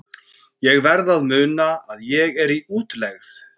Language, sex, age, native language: Icelandic, female, 14, Icelandic